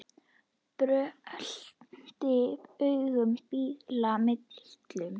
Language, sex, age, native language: Icelandic, female, 10, Icelandic